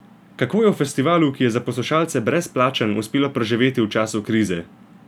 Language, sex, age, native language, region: Slovenian, male, 18-29, Slovenian, Gorenjska region